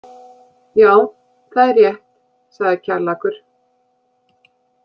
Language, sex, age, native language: Icelandic, female, 50-59, Icelandic